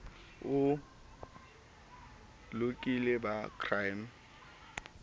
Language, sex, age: Southern Sotho, male, 19